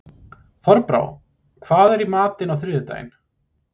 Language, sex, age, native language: Icelandic, male, 30-39, Icelandic